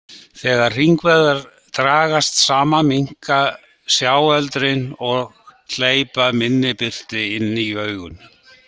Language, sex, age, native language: Icelandic, male, 60-69, Icelandic